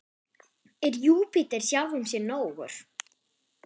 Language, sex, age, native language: Icelandic, female, 10, German